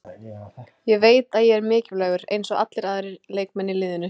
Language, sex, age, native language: Icelandic, female, 20-29, Icelandic